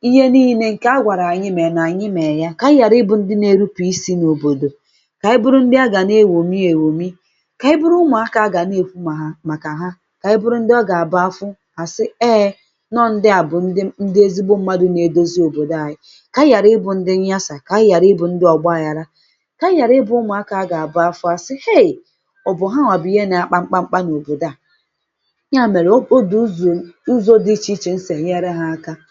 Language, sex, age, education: Igbo, female, 15-29, secondary